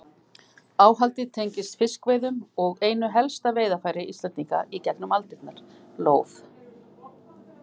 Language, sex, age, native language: Icelandic, female, 50-59, Icelandic